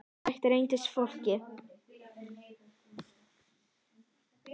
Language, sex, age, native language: Icelandic, female, 10, Icelandic